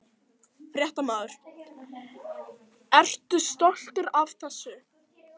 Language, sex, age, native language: Icelandic, female, 12, Icelandic